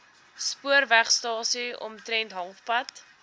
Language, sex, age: Afrikaans, female, 19